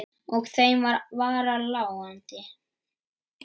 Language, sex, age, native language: Icelandic, male, 10, Icelandic